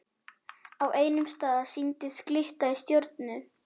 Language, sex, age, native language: Icelandic, male, 11, Icelandic